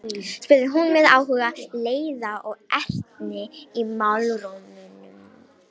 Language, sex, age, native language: Icelandic, female, 18-19, Romanian